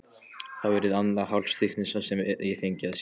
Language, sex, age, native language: Icelandic, male, 13, Polish